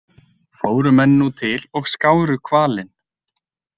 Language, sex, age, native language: Icelandic, male, 20-29, Icelandic